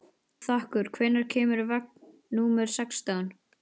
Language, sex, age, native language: Icelandic, male, 12, Icelandic